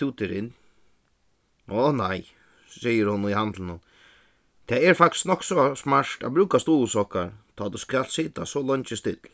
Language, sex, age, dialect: Faroese, male, 15-35, Suðuroy